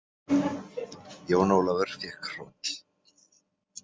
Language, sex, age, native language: Icelandic, male, 40-49, Icelandic